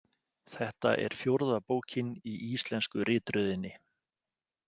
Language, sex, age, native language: Icelandic, male, 40-49, Icelandic